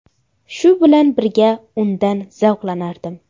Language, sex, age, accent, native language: Uzbek, female, under 19, Farg'ona, Uzbek